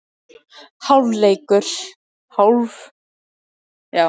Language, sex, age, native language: Icelandic, other, 18-19, Icelandic